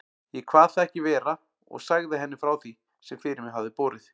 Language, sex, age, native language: Icelandic, male, 40-49, Icelandic